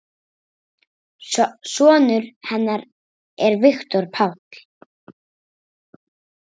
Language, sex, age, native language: Icelandic, female, 7, Icelandic